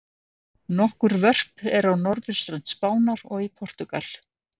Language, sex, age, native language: Icelandic, female, 60-69, Icelandic